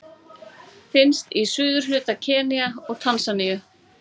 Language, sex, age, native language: Icelandic, female, 40-49, Icelandic